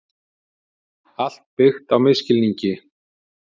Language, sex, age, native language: Icelandic, male, 50-59, Icelandic